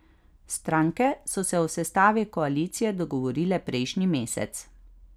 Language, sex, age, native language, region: Slovenian, female, 30-49, Slovenian, Carinthia region